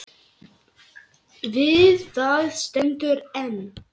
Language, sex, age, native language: Icelandic, male, 8, Lithuanian